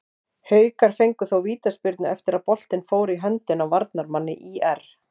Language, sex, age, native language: Icelandic, female, 40-49, Icelandic